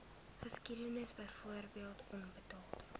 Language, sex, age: Afrikaans, female, 20